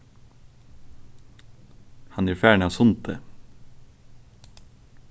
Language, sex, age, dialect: Faroese, male, 15-35, Suðurstreymoy